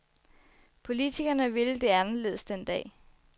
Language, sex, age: Danish, female, 24